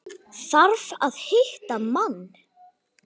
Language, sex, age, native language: Icelandic, female, 9, Icelandic